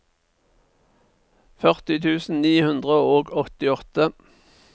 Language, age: Norwegian, 49